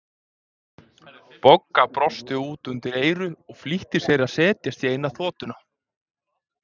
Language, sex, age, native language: Icelandic, male, 20-29, Icelandic